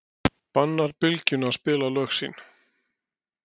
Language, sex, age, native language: Icelandic, male, 60-69, Icelandic